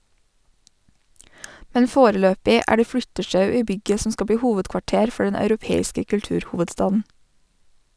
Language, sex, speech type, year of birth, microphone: Norwegian, female, read, 1987, Sennheiser